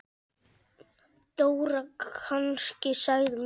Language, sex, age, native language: Icelandic, female, 7, Icelandic